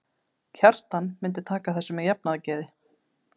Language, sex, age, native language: Icelandic, female, 30-39, Icelandic